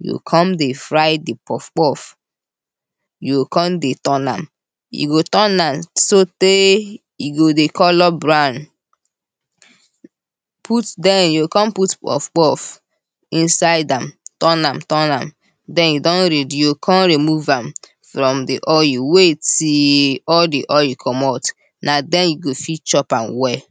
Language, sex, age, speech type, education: Nigerian Pidgin, female, 15-29, spontaneous, tertiary